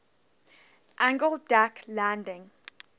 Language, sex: English, female